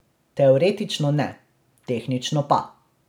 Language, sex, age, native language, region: Slovenian, male, 18-29, Slovenian, Drava region